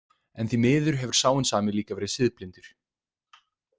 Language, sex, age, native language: Icelandic, male, 20-29, Icelandic